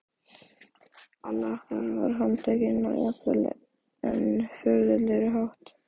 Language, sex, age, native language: Icelandic, male, 12, Icelandic